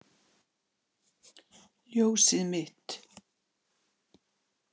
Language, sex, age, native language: Icelandic, female, 60-69, Icelandic